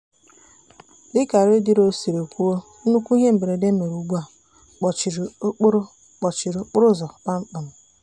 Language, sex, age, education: Igbo, female, 15-29, tertiary